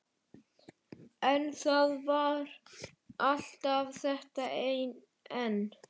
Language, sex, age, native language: Icelandic, male, 11, Icelandic